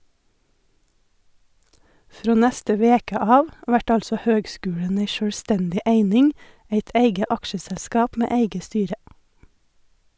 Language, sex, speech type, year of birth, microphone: Norwegian, female, read, 1981, Sennheiser